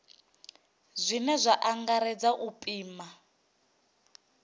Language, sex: Venda, female